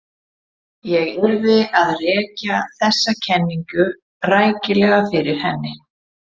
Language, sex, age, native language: Icelandic, female, 40-49, Icelandic